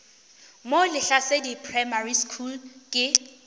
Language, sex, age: Northern Sotho, female, 18